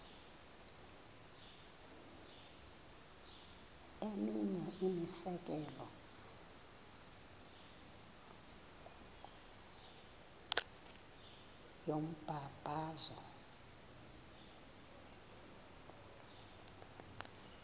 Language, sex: Xhosa, female